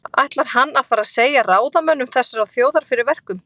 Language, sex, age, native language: Icelandic, female, 40-49, Icelandic